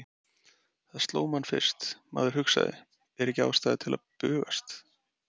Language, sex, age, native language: Icelandic, male, 30-39, Icelandic